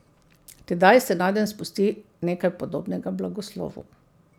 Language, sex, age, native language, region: Slovenian, female, 50-59, Slovenian, Central Slovenia